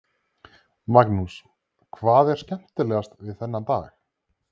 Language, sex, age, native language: Icelandic, male, 30-39, Icelandic